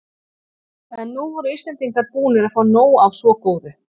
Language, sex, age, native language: Icelandic, female, 40-49, Icelandic